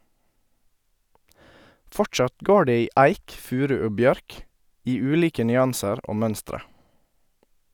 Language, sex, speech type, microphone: Norwegian, male, read, Sennheiser